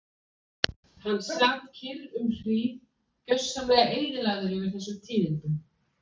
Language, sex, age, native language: Icelandic, female, 40-49, Icelandic